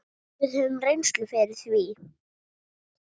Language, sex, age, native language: Icelandic, female, 7, Icelandic